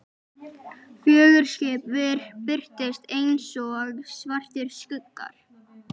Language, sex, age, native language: Icelandic, female, 11, Icelandic